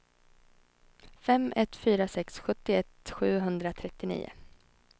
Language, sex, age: Swedish, female, 21